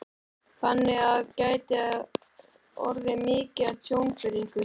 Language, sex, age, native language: Icelandic, male, 11, Icelandic